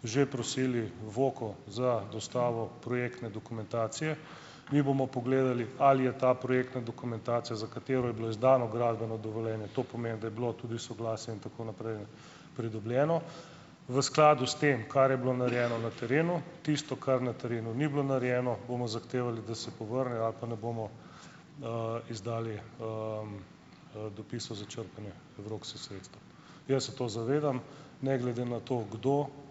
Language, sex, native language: Slovenian, male, Slovenian